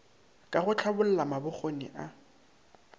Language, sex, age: Northern Sotho, male, 19